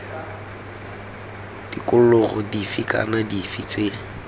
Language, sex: Tswana, male